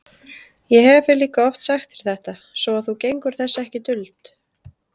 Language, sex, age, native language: Icelandic, female, 30-39, Icelandic